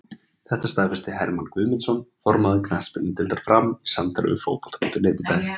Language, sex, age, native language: Icelandic, male, 20-29, Icelandic